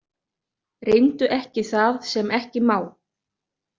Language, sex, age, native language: Icelandic, other, 30-39, Icelandic